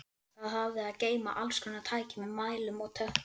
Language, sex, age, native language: Icelandic, male, 11, Icelandic